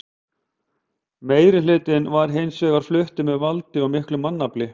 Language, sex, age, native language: Icelandic, male, 50-59, Icelandic